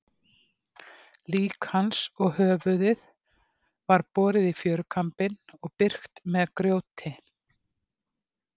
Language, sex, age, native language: Icelandic, female, 50-59, Icelandic